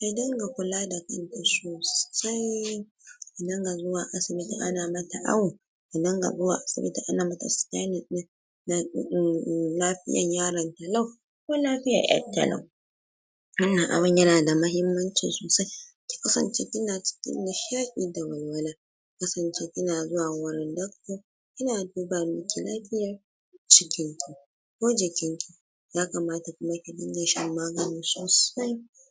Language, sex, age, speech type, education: Hausa, female, 60+, spontaneous, tertiary